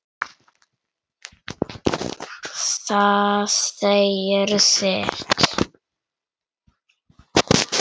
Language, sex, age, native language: Icelandic, male, 9, Icelandic